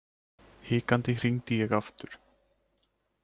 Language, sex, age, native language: Icelandic, male, 20-29, Icelandic